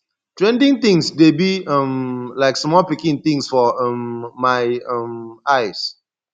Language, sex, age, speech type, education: Nigerian Pidgin, male, 30-45, spontaneous, secondary